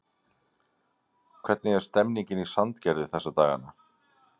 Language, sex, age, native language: Icelandic, male, 40-49, Icelandic